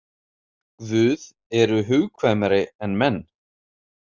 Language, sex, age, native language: Icelandic, male, 30-39, Icelandic